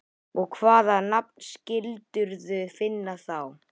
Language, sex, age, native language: Icelandic, male, 11, Icelandic